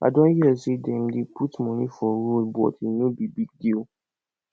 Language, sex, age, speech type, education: Nigerian Pidgin, male, 46-60, spontaneous, tertiary